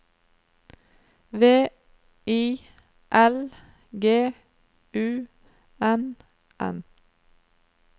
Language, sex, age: Norwegian, female, 27